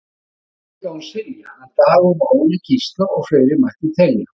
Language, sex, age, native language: Icelandic, male, 50-59, Icelandic